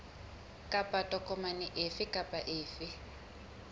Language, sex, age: Southern Sotho, female, 20